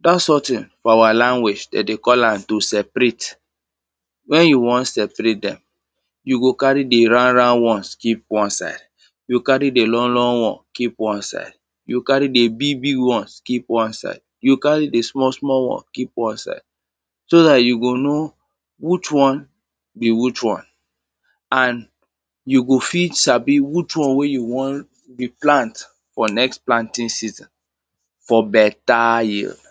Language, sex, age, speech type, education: Nigerian Pidgin, male, 30-45, spontaneous, tertiary